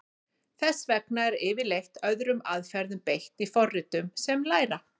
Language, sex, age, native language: Icelandic, female, 40-49, Icelandic